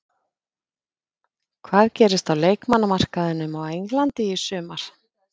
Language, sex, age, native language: Icelandic, female, 50-59, Icelandic